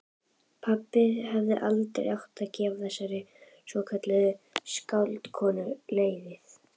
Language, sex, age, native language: Icelandic, female, 11, Icelandic